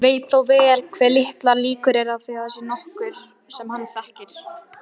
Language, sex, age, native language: Icelandic, female, 18-19, Icelandic